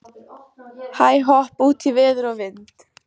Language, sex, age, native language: Icelandic, female, 14, Icelandic